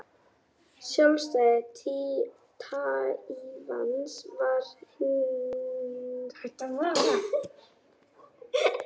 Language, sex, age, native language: Icelandic, female, 18-19, Icelandic